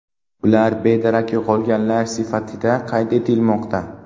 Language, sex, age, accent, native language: Uzbek, male, 12-17, Namangan, Uzbek